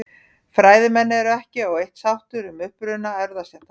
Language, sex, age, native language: Icelandic, female, 40-49, Icelandic